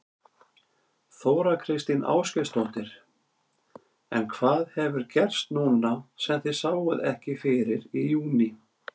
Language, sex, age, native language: Icelandic, male, 40-49, Icelandic